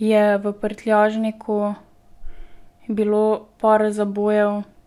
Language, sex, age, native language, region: Slovenian, female, 12-17, Slovenian, Drava region